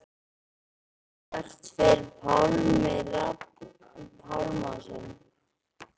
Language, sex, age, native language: Icelandic, male, 13, Icelandic